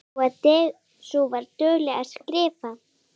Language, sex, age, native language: Icelandic, female, 9, Icelandic